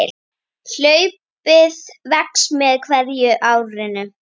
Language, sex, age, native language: Icelandic, female, 9, Icelandic